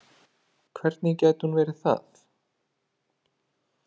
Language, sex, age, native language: Icelandic, male, 30-39, Icelandic